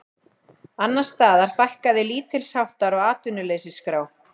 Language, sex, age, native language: Icelandic, female, 40-49, Icelandic